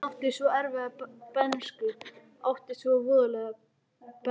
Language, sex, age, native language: Icelandic, male, 11, Icelandic